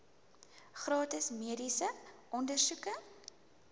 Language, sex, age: Afrikaans, female, 19